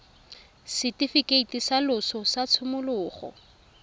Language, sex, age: Tswana, female, 23